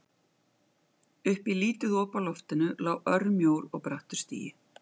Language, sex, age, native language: Icelandic, female, 50-59, Icelandic